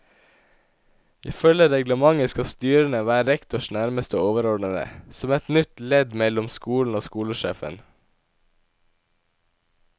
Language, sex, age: Norwegian, male, 17